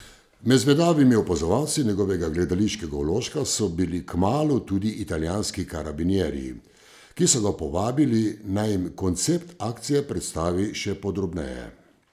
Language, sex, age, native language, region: Slovenian, male, 50-59, Slovenian, Savinja region